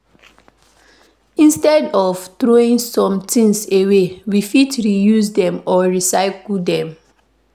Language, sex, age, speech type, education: Nigerian Pidgin, female, 15-29, read, primary